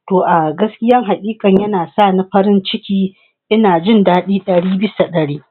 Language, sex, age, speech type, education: Hausa, female, 46-60, spontaneous, tertiary